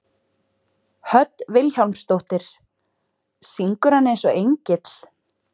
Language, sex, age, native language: Icelandic, female, 20-29, Icelandic